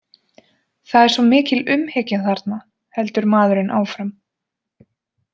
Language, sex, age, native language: Icelandic, female, 20-29, Icelandic